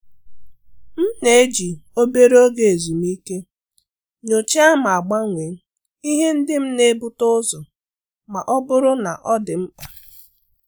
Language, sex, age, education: Igbo, female, 30-45, tertiary